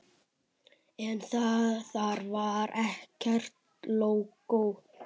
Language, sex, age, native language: Icelandic, male, 7, Icelandic